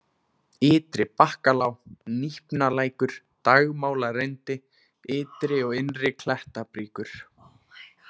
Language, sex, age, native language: Icelandic, male, 20-29, Icelandic